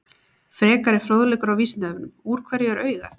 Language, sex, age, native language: Icelandic, female, 30-39, Icelandic